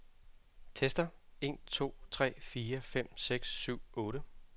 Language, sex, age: Danish, male, 36